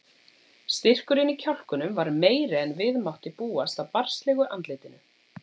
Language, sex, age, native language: Icelandic, female, 40-49, Icelandic